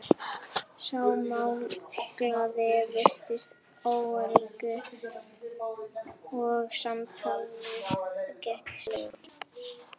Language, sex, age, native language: Icelandic, female, 11, Icelandic